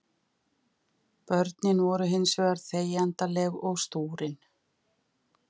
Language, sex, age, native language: Icelandic, female, 50-59, Icelandic